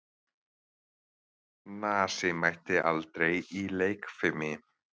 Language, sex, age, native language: Icelandic, male, 30-39, Icelandic